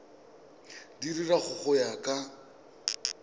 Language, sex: Tswana, male